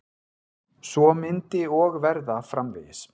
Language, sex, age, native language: Icelandic, male, 40-49, Icelandic